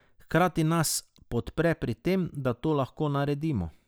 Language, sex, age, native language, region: Slovenian, male, 30-49, Slovenian, Drava region